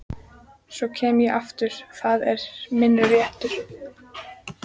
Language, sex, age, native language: Icelandic, female, 14, Icelandic